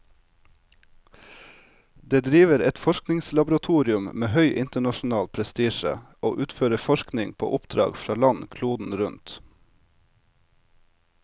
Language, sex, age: Norwegian, male, 36